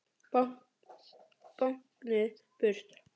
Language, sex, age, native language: Icelandic, female, 8, Icelandic